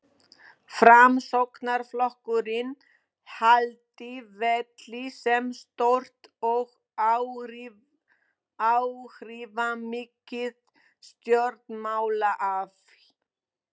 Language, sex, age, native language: Icelandic, female, 20-29, Polish